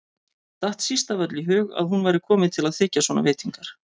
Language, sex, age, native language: Icelandic, male, 30-39, Icelandic